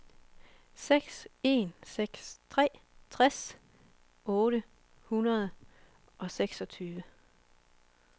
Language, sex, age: Danish, female, 24